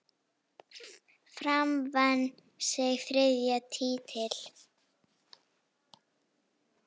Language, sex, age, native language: Icelandic, female, 9, Icelandic